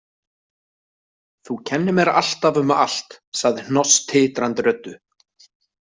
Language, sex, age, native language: Icelandic, male, 30-39, Icelandic